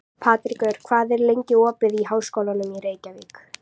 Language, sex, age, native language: Icelandic, female, 40-49, Icelandic